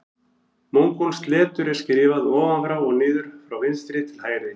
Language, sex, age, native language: Icelandic, male, 40-49, Icelandic